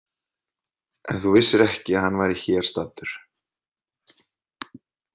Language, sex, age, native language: Icelandic, male, 30-39, Icelandic